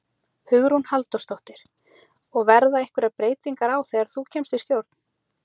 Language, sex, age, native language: Icelandic, female, 30-39, Icelandic